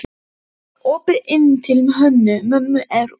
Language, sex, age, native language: Icelandic, male, 12, Icelandic